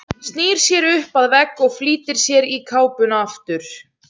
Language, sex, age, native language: Icelandic, female, 17, Icelandic